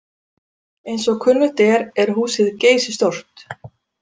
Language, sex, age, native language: Icelandic, female, 40-49, Icelandic